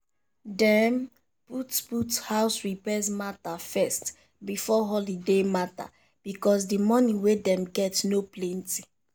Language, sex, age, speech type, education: Nigerian Pidgin, female, 15-29, spontaneous, tertiary